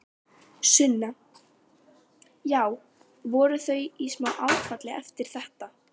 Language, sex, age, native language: Icelandic, female, 12, Icelandic